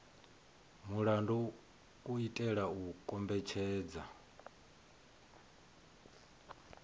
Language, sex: Venda, male